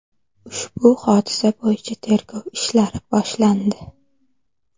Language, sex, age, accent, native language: Uzbek, female, 18-24, Toshkent shahri, Uzbek